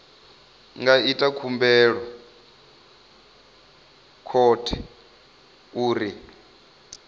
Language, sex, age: Venda, male, 25